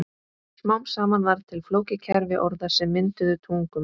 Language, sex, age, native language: Icelandic, female, 18-19, Icelandic